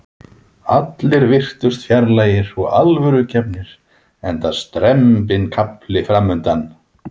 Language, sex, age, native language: Icelandic, male, 30-39, Icelandic